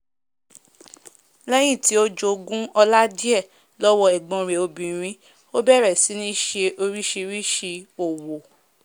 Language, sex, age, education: Yoruba, female, 15-29, tertiary